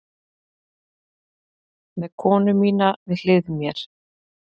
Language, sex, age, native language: Icelandic, female, 50-59, Icelandic